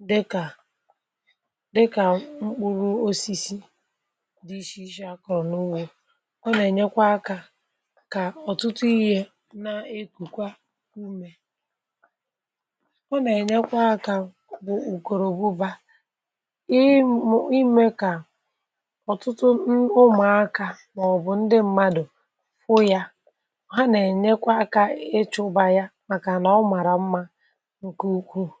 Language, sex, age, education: Igbo, male, 46-60, tertiary